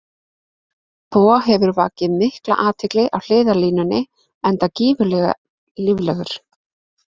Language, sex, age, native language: Icelandic, female, 20-29, Icelandic